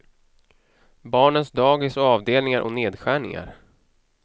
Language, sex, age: Swedish, male, 31